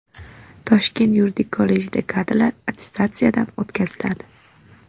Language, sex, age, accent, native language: Uzbek, female, 18-24, Qashqadaryo, Uzbek